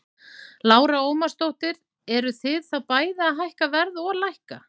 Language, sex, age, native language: Icelandic, female, 40-49, Icelandic